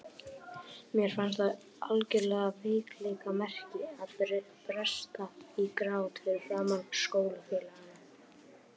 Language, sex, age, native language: Icelandic, male, 18-19, Icelandic